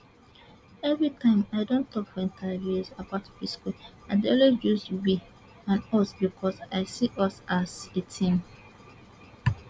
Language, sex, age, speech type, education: Nigerian Pidgin, female, 15-29, spontaneous, tertiary